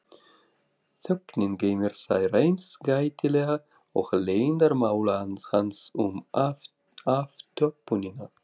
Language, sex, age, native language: Icelandic, male, 40-49, Russian